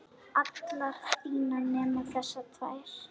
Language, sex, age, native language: Icelandic, female, 9, Icelandic